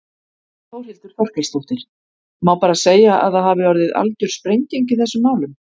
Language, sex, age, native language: Icelandic, female, 50-59, Icelandic